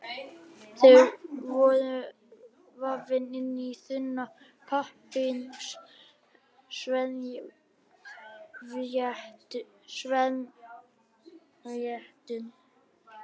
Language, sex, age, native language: Icelandic, male, 12, Icelandic